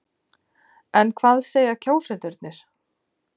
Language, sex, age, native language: Icelandic, female, 30-39, Icelandic